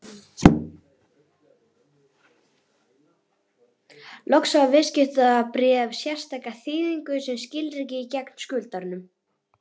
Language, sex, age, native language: Icelandic, female, 11, Icelandic